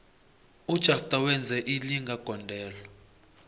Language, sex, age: South Ndebele, male, 21